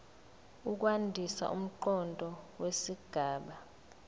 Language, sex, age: Zulu, female, 24